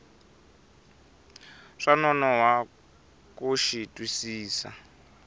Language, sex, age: Tsonga, male, 23